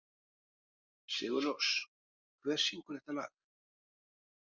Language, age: Icelandic, 50-59